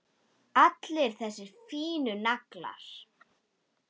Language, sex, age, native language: Icelandic, female, 10, Icelandic